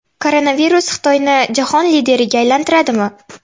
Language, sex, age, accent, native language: Uzbek, female, 12-17, Xorazm, Uzbek